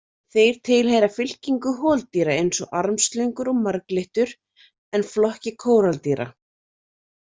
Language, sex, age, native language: Icelandic, female, 40-49, Icelandic